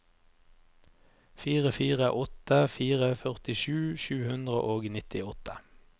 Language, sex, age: Norwegian, male, 30